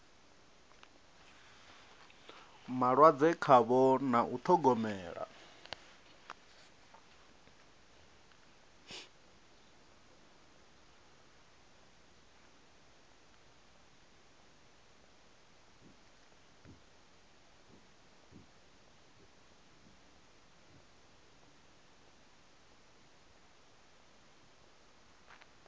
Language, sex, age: Venda, male, 37